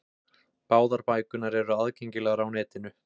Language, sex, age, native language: Icelandic, male, 20-29, Icelandic